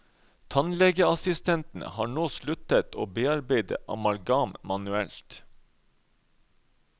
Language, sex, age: Norwegian, male, 31